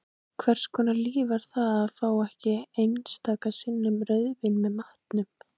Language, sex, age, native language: Icelandic, female, 18-19, Icelandic